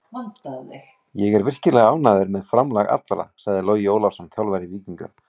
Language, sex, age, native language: Icelandic, male, 40-49, Icelandic